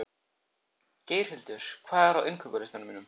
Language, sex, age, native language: Icelandic, male, 14, Icelandic